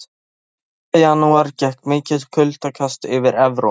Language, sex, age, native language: Icelandic, male, 13, Icelandic